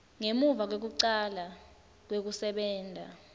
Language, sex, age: Swati, female, 19